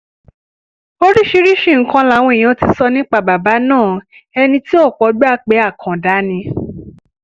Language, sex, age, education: Yoruba, female, 15-29, tertiary